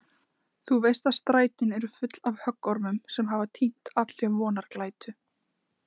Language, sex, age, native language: Icelandic, female, 20-29, Icelandic